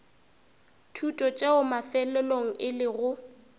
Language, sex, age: Northern Sotho, female, 24